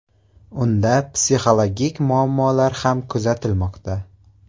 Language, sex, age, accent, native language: Uzbek, male, 18-24, Surxondaryo, Uzbek